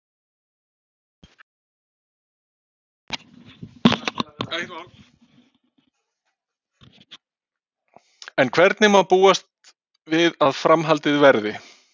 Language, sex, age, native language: Icelandic, male, 40-49, Icelandic